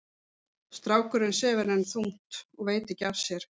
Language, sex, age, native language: Icelandic, female, 50-59, Icelandic